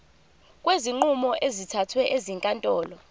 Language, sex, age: Zulu, female, 25